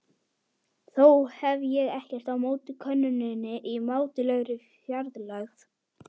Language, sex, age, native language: Icelandic, male, 11, Icelandic